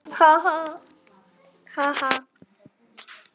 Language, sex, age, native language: Icelandic, male, 7, Icelandic